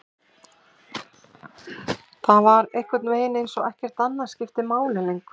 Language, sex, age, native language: Icelandic, male, 11, Icelandic